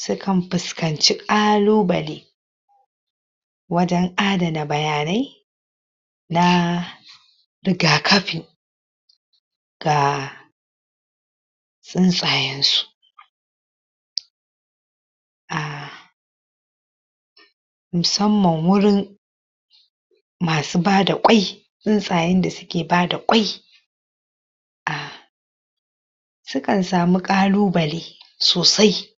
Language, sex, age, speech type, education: Hausa, male, 46-60, spontaneous, tertiary